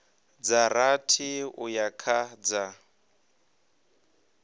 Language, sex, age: Venda, male, 23